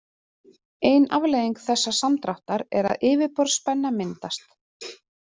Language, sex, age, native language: Icelandic, female, 30-39, Icelandic